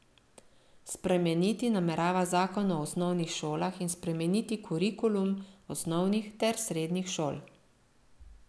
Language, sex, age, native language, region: Slovenian, female, 50-59, Slovenian, Central Slovenia